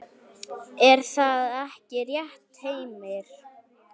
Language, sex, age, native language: Icelandic, female, 9, Icelandic